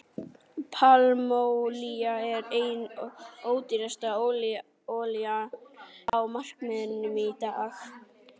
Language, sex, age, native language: Icelandic, female, 40-49, Icelandic